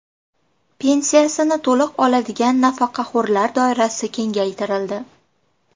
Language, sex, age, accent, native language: Uzbek, female, 25-34, Farg'ona, Uzbek